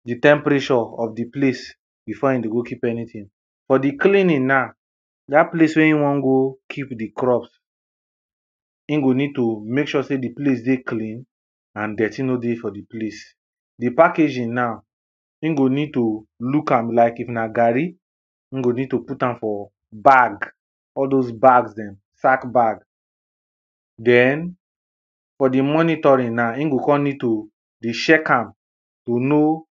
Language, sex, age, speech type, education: Nigerian Pidgin, male, 15-29, spontaneous, primary